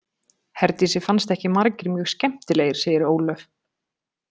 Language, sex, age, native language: Icelandic, female, 30-39, Icelandic